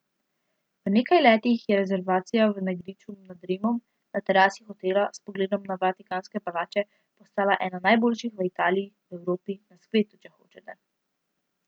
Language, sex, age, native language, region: Slovenian, female, 12-17, Slovenian, Central Slovenia